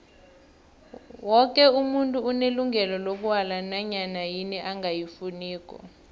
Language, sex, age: South Ndebele, female, 23